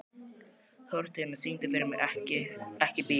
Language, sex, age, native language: Icelandic, male, 12, Icelandic